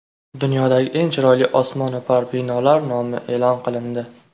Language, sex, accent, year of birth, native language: Uzbek, male, Toshkent viloyati, 2000, Uzbek